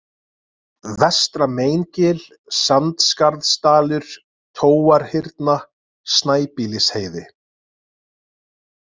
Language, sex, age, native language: Icelandic, male, 20-29, Icelandic